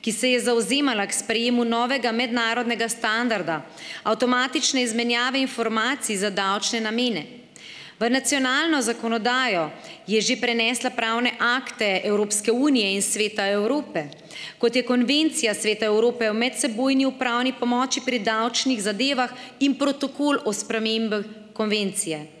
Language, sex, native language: Slovenian, female, Slovenian